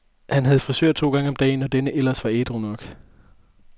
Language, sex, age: Danish, male, 20